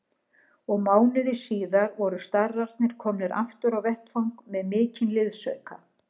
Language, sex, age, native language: Icelandic, female, 60-69, Icelandic